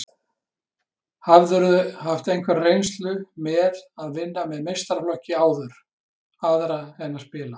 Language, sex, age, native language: Icelandic, male, 60-69, Icelandic